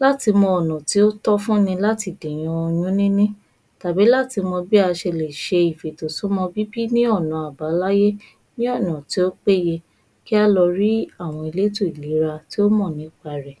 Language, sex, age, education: Yoruba, female, 15-29, tertiary